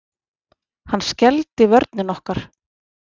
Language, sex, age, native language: Icelandic, female, 40-49, Icelandic